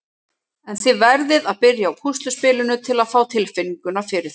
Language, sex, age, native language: Icelandic, female, 30-39, Icelandic